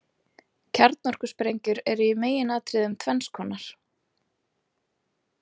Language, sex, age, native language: Icelandic, female, 30-39, Icelandic